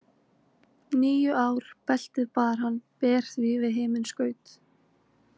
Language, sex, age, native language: Icelandic, female, 20-29, Icelandic